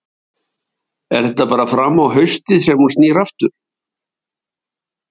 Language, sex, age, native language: Icelandic, male, 70-79, Icelandic